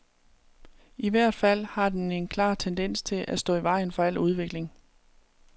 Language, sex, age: Danish, female, 36